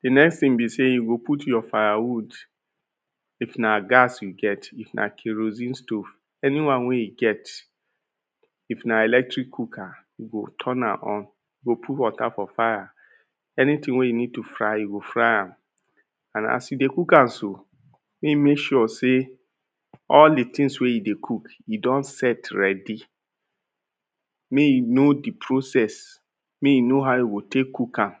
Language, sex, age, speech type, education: Nigerian Pidgin, male, 30-45, spontaneous, tertiary